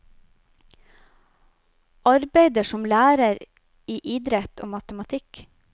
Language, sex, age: Norwegian, female, 25